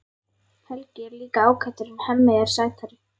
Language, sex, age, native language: Icelandic, female, 11, Icelandic